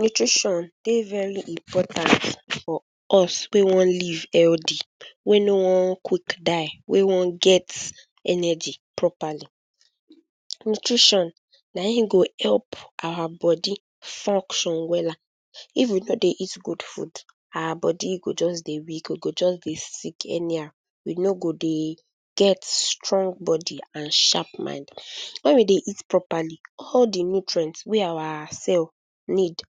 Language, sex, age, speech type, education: Nigerian Pidgin, female, 15-29, spontaneous, secondary